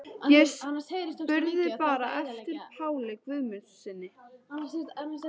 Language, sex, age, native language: Icelandic, female, 13, Icelandic